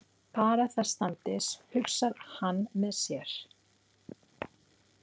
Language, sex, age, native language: Icelandic, female, 30-39, Filipino